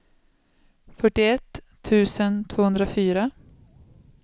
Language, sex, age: Swedish, female, 36